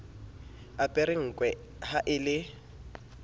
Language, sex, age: Southern Sotho, male, 27